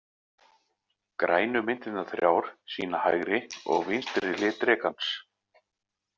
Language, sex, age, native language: Icelandic, male, 40-49, Icelandic